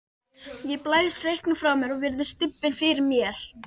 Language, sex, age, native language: Icelandic, female, 12, Icelandic